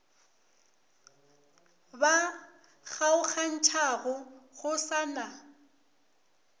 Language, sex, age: Northern Sotho, female, 24